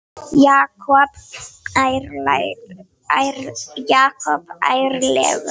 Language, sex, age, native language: Icelandic, female, 8, Icelandic